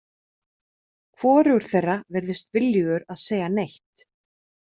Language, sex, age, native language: Icelandic, female, 30-39, Icelandic